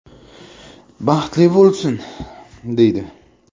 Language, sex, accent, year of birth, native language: Uzbek, male, Jizzax, 1999, Uzbek